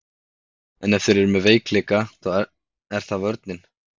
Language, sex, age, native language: Icelandic, male, 30-39, Icelandic